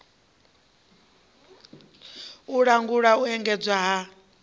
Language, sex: Venda, female